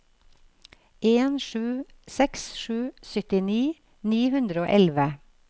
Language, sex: Norwegian, female